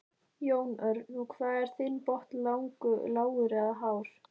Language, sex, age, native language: Icelandic, female, 14, Icelandic